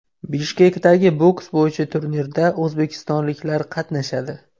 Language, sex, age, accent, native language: Uzbek, male, 18-24, Toshkent viloyati, Uzbek